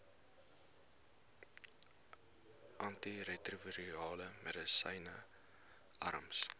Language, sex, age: Afrikaans, male, 20